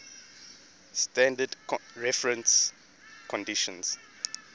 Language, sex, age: English, male, 20